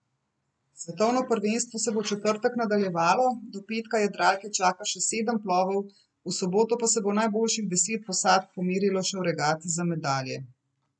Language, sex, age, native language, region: Slovenian, female, 30-49, Slovenian, Central Slovenia